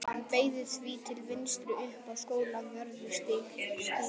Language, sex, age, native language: Icelandic, male, 11, Icelandic